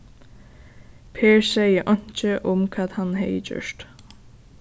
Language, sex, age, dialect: Faroese, female, 15-35, Suðuroy